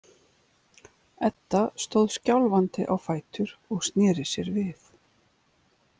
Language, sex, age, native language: Icelandic, female, 50-59, Icelandic